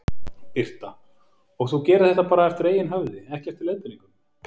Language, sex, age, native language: Icelandic, male, 40-49, Icelandic